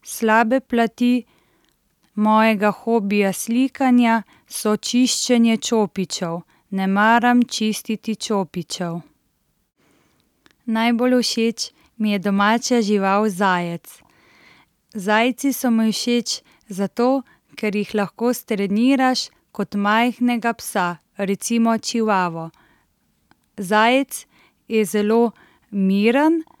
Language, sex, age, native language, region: Slovenian, female, 30-49, Slovenian, Central Slovenia